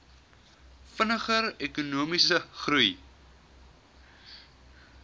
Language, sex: Afrikaans, male